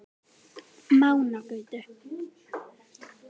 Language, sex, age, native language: Icelandic, female, 60-69, Icelandic